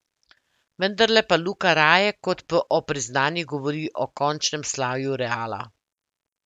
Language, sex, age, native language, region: Slovenian, female, 50-59, Slovenian, Central Slovenia